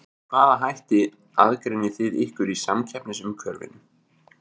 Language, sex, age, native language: Icelandic, male, 20-29, Icelandic